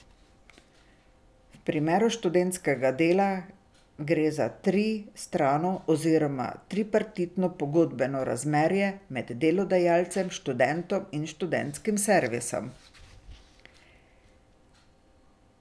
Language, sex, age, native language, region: Slovenian, female, 60+, Slovenian, Drava region